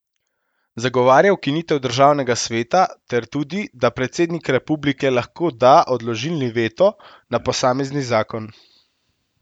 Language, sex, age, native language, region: Slovenian, male, 18-29, Slovenian, Central Slovenia